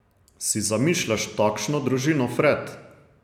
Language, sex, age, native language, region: Slovenian, male, 30-49, Slovenian, Savinja region